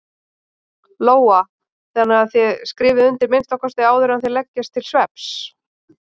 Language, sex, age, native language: Icelandic, female, 30-39, Icelandic